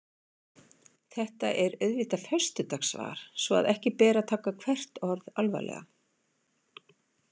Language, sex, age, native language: Icelandic, female, 70-79, Icelandic